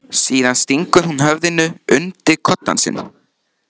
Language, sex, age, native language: Icelandic, male, 13, Icelandic